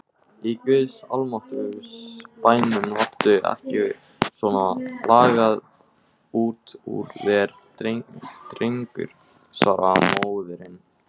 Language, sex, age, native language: Icelandic, male, 18-19, Icelandic